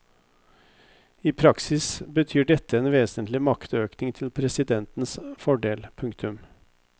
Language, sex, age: Norwegian, male, 50